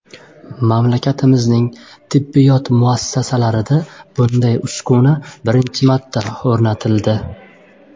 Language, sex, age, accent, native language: Uzbek, male, 18-24, Buxoro, Uzbek